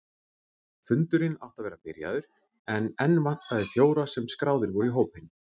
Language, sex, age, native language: Icelandic, male, 40-49, Icelandic